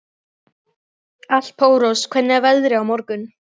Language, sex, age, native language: Icelandic, male, 11, Icelandic